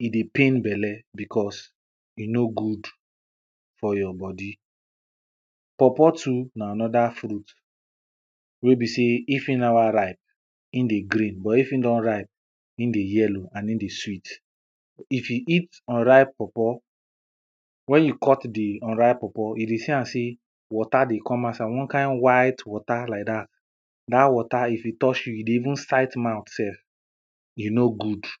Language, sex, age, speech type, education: Nigerian Pidgin, male, 15-29, spontaneous, primary